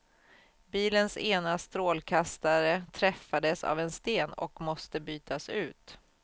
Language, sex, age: Swedish, female, 44